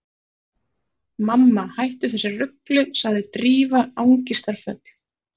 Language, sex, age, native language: Icelandic, male, 40-49, Icelandic